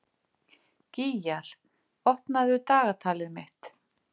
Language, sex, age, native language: Icelandic, female, 50-59, Icelandic